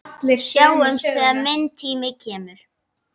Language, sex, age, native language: Icelandic, female, 10, Icelandic